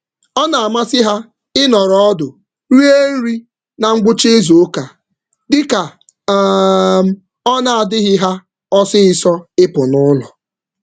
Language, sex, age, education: Igbo, male, 15-29, secondary